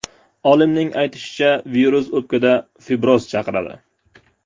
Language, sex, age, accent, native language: Uzbek, male, 18-24, Namangan, Uzbek